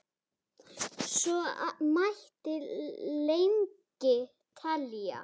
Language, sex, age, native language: Icelandic, female, 7, Icelandic